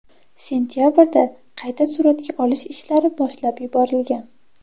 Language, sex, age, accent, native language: Uzbek, female, 12-17, Toshkent viloyati, Uzbek